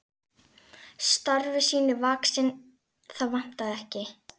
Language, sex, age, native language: Icelandic, female, 11, Icelandic